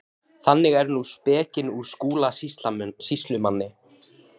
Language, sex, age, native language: Icelandic, male, 18-19, Icelandic